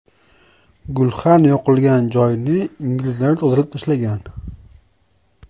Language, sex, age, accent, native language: Uzbek, male, 25-34, Toshkent shahri, Uzbek